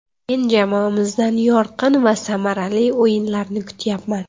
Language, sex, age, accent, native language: Uzbek, female, 25-34, Samarqand, Uzbek